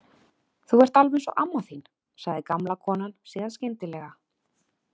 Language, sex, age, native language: Icelandic, female, 30-39, Icelandic